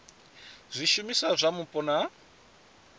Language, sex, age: Venda, male, 20